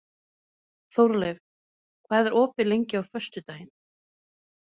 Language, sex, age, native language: Icelandic, female, 30-39, Norwegian